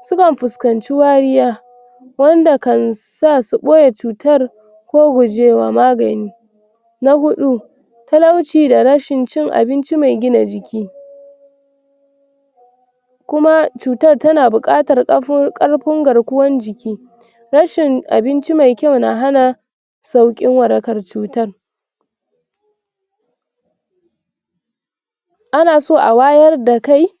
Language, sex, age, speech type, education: Hausa, female, 60+, spontaneous, tertiary